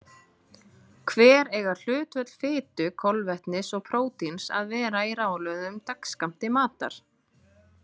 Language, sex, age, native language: Icelandic, female, 20-29, Icelandic